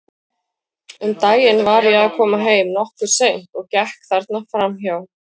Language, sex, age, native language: Icelandic, female, 40-49, Icelandic